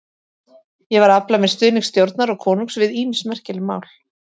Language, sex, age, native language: Icelandic, female, 40-49, Icelandic